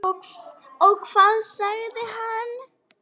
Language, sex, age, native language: Icelandic, male, 7, Icelandic